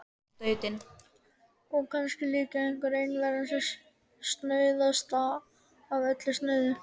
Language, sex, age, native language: Icelandic, male, 13, Icelandic